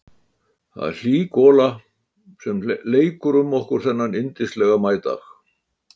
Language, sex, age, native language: Icelandic, male, 80-89, Icelandic